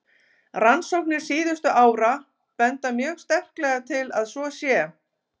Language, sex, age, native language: Icelandic, female, 50-59, Icelandic